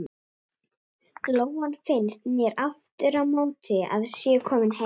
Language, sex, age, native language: Icelandic, female, 14, Icelandic